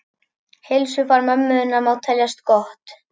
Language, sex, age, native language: Icelandic, male, 11, Icelandic